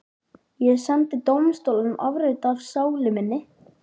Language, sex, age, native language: Icelandic, male, 12, Icelandic